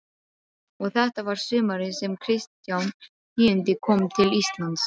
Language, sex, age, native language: Icelandic, female, 12, Icelandic